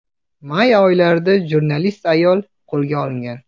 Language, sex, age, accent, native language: Uzbek, male, 18-24, Toshkent viloyati, Kazakh